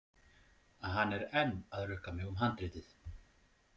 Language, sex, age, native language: Icelandic, male, 40-49, Icelandic